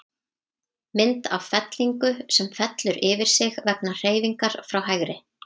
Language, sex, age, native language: Icelandic, female, 30-39, Icelandic